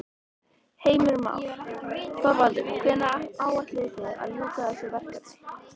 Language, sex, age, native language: Icelandic, female, 13, Icelandic